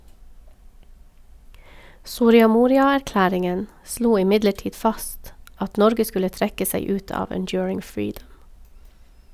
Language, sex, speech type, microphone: Norwegian, female, read, Sennheiser